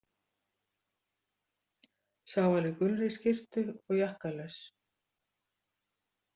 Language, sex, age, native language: Icelandic, female, 60-69, Icelandic